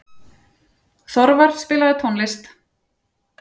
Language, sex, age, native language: Icelandic, female, 40-49, Icelandic